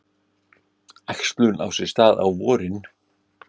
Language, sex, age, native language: Icelandic, male, 60-69, Icelandic